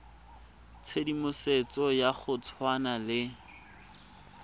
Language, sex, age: Tswana, male, 24